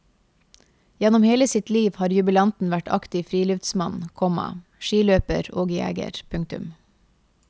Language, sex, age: Norwegian, female, 28